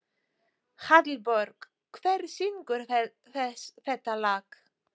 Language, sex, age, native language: Icelandic, female, 40-49, Polish